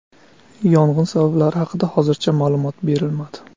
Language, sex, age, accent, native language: Uzbek, male, 25-34, Qashqadaryo, Uzbek